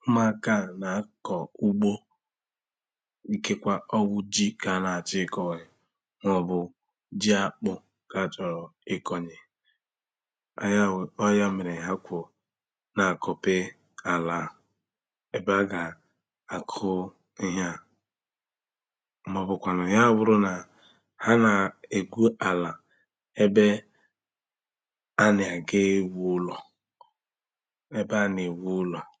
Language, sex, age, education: Igbo, male, 30-45, tertiary